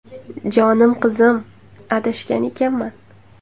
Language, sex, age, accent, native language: Uzbek, female, 19-29, Samarqand, Uzbek